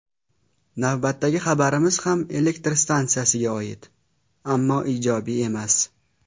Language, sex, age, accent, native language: Uzbek, male, 19-29, Farg'ona, Uzbek